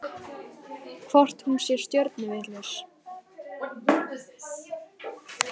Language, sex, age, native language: Icelandic, female, 18-19, Icelandic